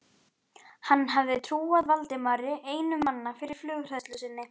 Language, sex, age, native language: Icelandic, female, 11, Icelandic